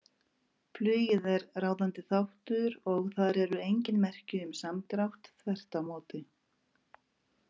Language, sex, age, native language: Icelandic, female, 50-59, Icelandic